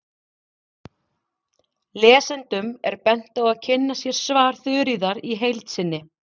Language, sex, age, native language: Icelandic, female, 40-49, Icelandic